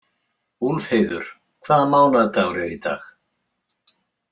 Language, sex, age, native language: Icelandic, male, 70-79, Icelandic